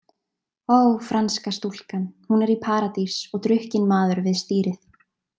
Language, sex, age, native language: Icelandic, female, 20-29, Icelandic